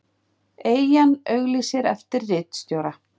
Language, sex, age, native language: Icelandic, female, 50-59, Icelandic